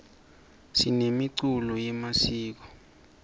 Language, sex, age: Swati, male, 24